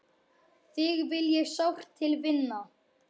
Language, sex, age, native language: Icelandic, male, 11, Icelandic